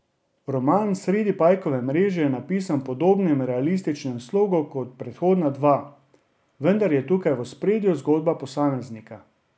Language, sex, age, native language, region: Slovenian, male, 30-49, Slovenian, Drava region